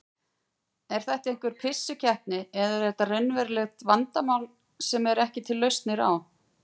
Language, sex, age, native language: Icelandic, female, 40-49, Icelandic